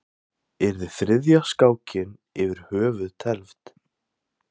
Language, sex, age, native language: Icelandic, male, 20-29, Thai